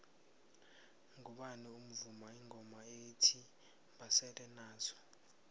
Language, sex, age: South Ndebele, male, 20